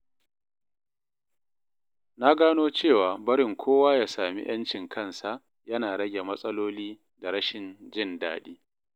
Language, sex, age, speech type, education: Hausa, male, 30-45, read, tertiary